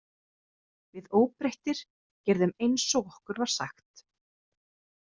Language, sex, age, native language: Icelandic, female, 30-39, Icelandic